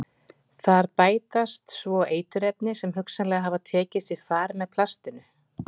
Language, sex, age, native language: Icelandic, female, 40-49, Icelandic